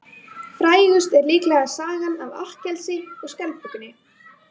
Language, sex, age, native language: Icelandic, female, 18-19, Icelandic